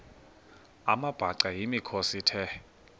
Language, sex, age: Xhosa, male, 21